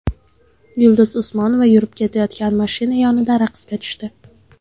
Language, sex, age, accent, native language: Uzbek, female, under 19, Toshkent viloyati, Uzbek